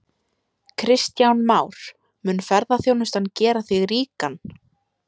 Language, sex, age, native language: Icelandic, female, 18-19, Icelandic